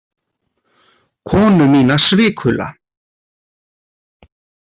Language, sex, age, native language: Icelandic, male, 30-39, Icelandic